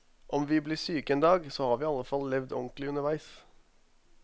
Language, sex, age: Norwegian, male, 21